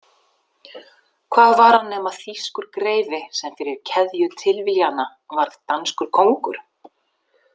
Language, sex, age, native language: Icelandic, female, 60-69, Icelandic